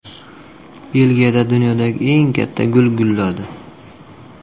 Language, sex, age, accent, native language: Uzbek, male, 25-34, Qashqadaryo, Uzbek